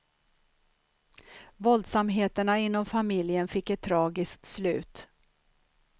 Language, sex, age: Swedish, female, 63